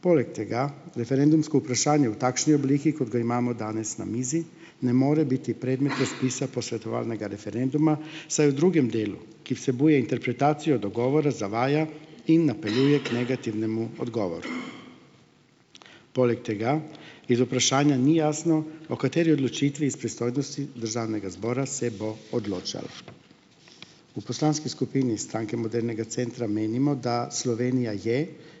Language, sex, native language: Slovenian, male, Slovenian